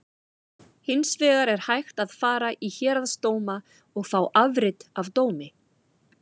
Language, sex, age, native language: Icelandic, female, 40-49, Icelandic